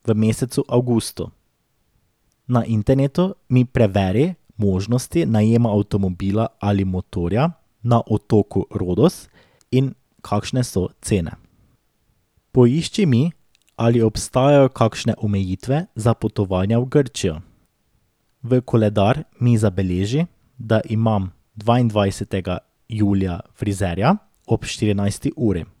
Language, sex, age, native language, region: Slovenian, male, 18-29, Slovenian, Drava region